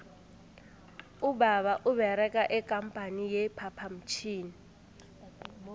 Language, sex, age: South Ndebele, female, 20